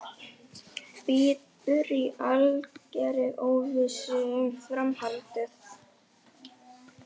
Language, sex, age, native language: Icelandic, male, 11, Icelandic